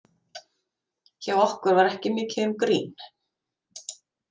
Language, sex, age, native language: Icelandic, female, 50-59, Icelandic